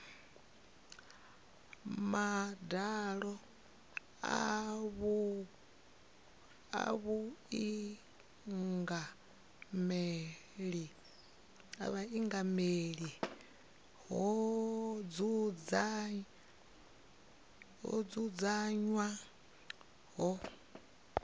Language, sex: Venda, female